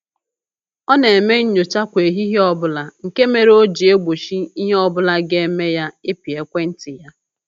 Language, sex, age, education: Igbo, female, 30-45, tertiary